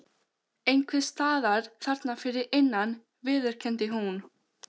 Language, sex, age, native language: Icelandic, female, 13, Albanian